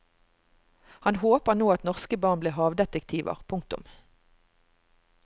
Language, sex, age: Norwegian, female, 45